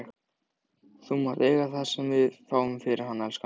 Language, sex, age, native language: Icelandic, male, 14, Icelandic